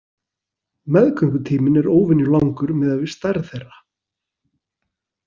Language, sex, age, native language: Icelandic, male, 40-49, Icelandic